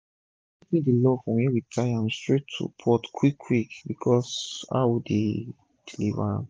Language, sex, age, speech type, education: Nigerian Pidgin, male, 15-29, spontaneous, tertiary